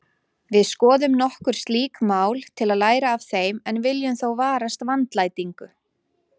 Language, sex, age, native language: Icelandic, female, 40-49, Icelandic